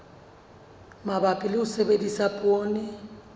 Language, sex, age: Southern Sotho, female, 35